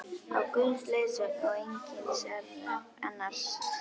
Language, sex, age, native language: Icelandic, female, 11, Icelandic